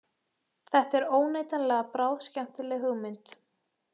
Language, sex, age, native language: Icelandic, female, 18-19, Icelandic